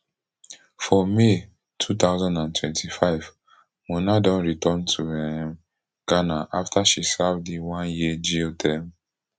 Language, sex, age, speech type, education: Nigerian Pidgin, male, 15-29, spontaneous, tertiary